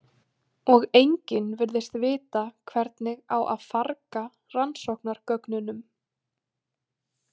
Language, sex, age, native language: Icelandic, female, 20-29, Icelandic